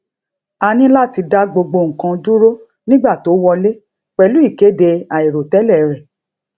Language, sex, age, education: Yoruba, female, 30-45, tertiary